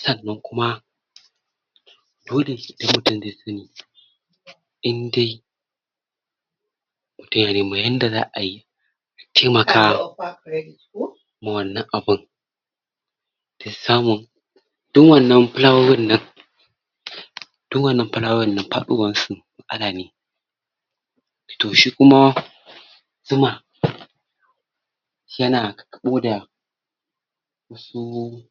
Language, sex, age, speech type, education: Hausa, male, 46-60, spontaneous, tertiary